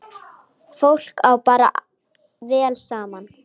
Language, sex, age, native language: Icelandic, male, 7, Icelandic